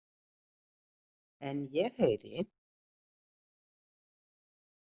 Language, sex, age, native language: Icelandic, female, 30-39, Icelandic